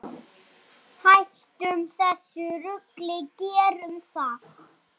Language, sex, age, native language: Icelandic, male, 6, Icelandic